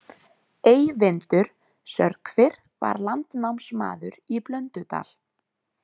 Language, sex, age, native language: Icelandic, female, 20-29, Icelandic